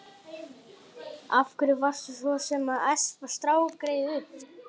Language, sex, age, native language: Icelandic, male, 11, Icelandic